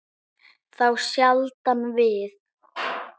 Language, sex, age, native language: Icelandic, male, 7, Icelandic